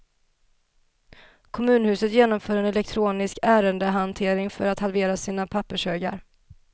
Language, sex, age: Swedish, female, 27